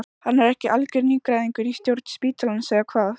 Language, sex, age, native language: Icelandic, female, 14, Icelandic